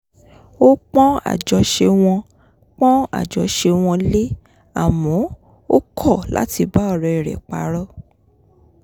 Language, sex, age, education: Yoruba, female, 15-29, tertiary